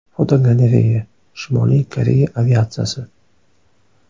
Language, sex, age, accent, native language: Uzbek, male, 18-24, Toshkent shahri, Uzbek